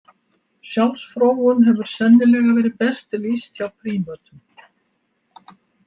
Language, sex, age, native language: Icelandic, female, 70-79, Icelandic